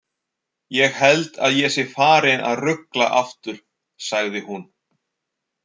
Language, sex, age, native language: Icelandic, male, 40-49, Icelandic